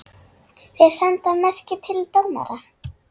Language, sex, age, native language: Icelandic, female, 7, Icelandic